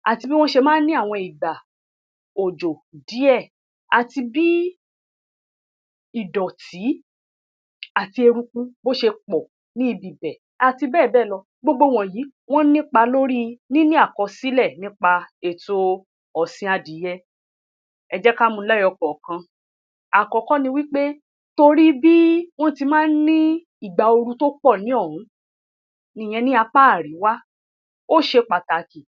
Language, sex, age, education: Yoruba, female, 30-45, tertiary